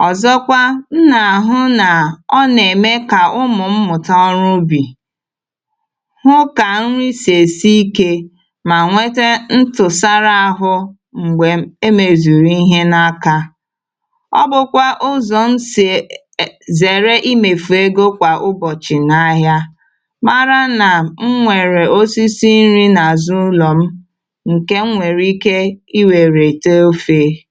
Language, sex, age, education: Igbo, female, 15-29, tertiary